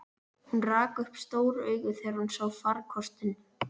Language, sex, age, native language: Icelandic, female, 11, Icelandic